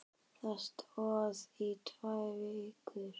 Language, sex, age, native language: Icelandic, male, 10, Icelandic